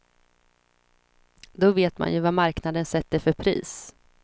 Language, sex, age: Swedish, female, 26